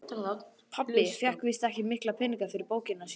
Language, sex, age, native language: Icelandic, male, 11, Icelandic